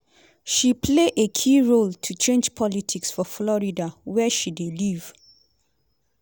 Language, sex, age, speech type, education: Nigerian Pidgin, female, 30-45, spontaneous, tertiary